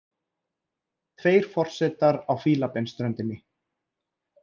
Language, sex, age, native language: Icelandic, male, 30-39, Icelandic